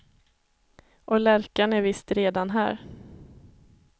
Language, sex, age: Swedish, female, 21